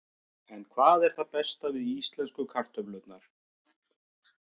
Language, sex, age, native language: Icelandic, male, 50-59, Icelandic